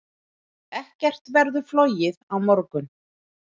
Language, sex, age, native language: Icelandic, female, 30-39, Icelandic